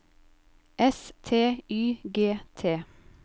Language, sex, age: Norwegian, female, 28